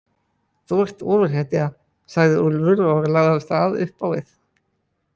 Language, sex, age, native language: Icelandic, male, 20-29, Icelandic